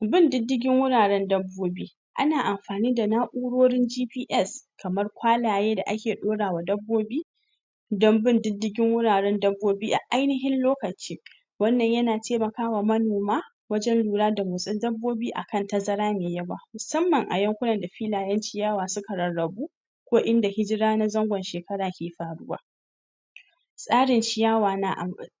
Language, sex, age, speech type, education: Hausa, female, 46-60, spontaneous, tertiary